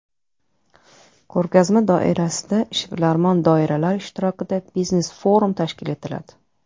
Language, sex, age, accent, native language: Uzbek, female, 30-39, Toshkent shahri, Uzbek